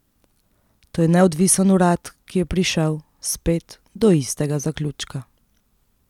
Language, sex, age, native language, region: Slovenian, female, 30-49, Slovenian, Central Slovenia